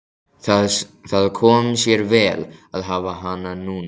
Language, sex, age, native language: Icelandic, male, 14, Icelandic